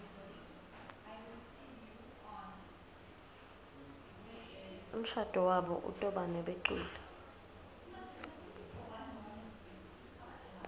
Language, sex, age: Swati, female, 23